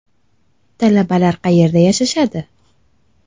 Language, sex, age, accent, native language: Uzbek, female, 25-34, Toshkent shahri, Uzbek